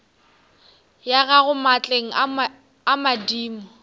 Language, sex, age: Northern Sotho, female, 18